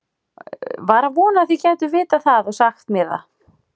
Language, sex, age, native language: Icelandic, female, 40-49, Icelandic